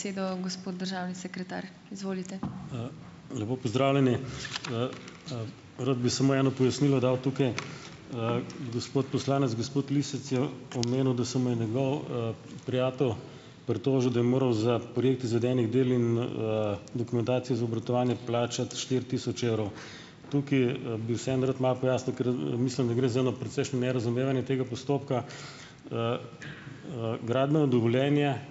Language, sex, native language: Slovenian, male, Slovenian